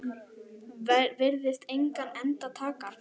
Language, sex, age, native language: Icelandic, female, 10, Icelandic